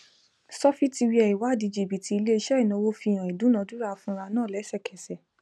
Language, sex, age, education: Yoruba, female, 15-29, tertiary